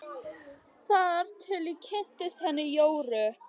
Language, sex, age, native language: Icelandic, other, 12, Icelandic